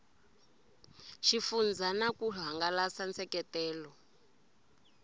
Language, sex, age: Tsonga, female, 20